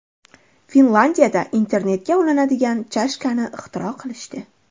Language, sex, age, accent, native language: Uzbek, female, 25-34, Andijon, Uzbek